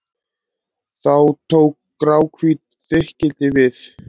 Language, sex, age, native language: Icelandic, male, 20-29, Icelandic